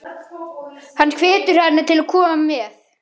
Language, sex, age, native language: Icelandic, other, 12, Icelandic